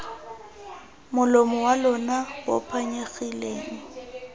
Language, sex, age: Tswana, female, 20